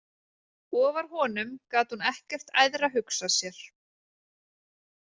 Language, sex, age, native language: Icelandic, female, 30-39, Icelandic